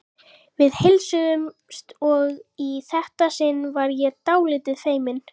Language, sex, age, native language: Icelandic, female, 11, Icelandic